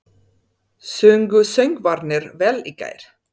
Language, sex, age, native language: Icelandic, female, 30-39, Serbo-Croatian